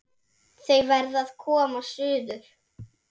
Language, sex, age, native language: Icelandic, female, 7, Icelandic